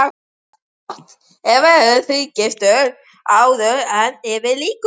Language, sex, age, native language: Icelandic, male, 12, Icelandic